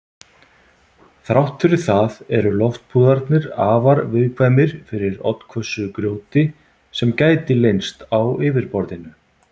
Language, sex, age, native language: Icelandic, male, 50-59, Icelandic